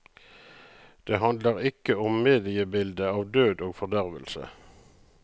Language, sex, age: Norwegian, male, 35